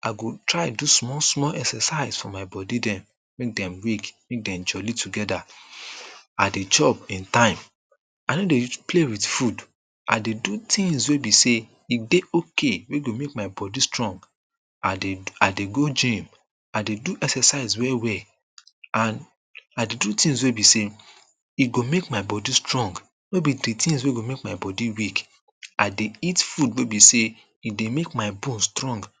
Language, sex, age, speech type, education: Nigerian Pidgin, male, 30-45, spontaneous, tertiary